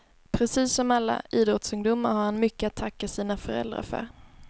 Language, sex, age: Swedish, female, 22